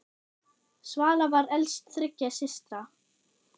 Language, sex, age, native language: Icelandic, female, 8, German